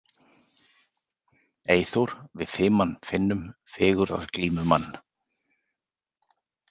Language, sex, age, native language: Icelandic, male, 40-49, Icelandic